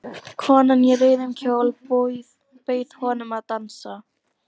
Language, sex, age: Icelandic, female, 18-19